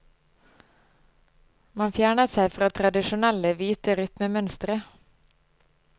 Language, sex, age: Norwegian, female, 25